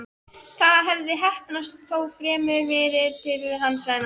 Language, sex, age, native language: Icelandic, female, 13, Icelandic